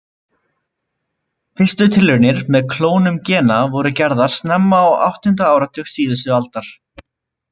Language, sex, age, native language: Icelandic, male, 20-29, Icelandic